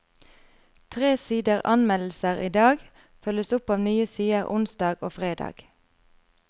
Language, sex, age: Norwegian, female, 33